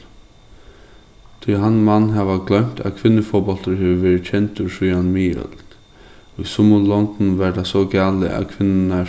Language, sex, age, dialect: Faroese, male, 15-35, Suðurstreymoy